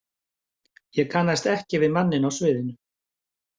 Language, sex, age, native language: Icelandic, male, 50-59, Icelandic